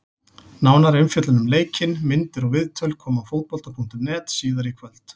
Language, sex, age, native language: Icelandic, male, 40-49, Icelandic